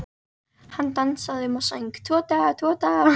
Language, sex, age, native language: Icelandic, female, 13, Icelandic